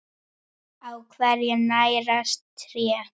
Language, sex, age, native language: Icelandic, female, 9, Icelandic